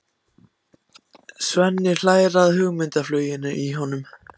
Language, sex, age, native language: Icelandic, other, 14, Icelandic